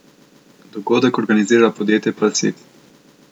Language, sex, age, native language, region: Slovenian, male, 18-29, Slovenian, Central Slovenia